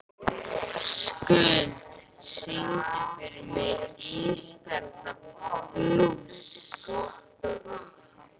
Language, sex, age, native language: Icelandic, male, 11, Icelandic